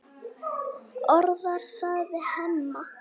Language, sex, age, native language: Icelandic, female, 9, Icelandic